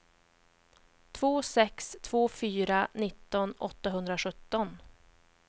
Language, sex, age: Swedish, female, 31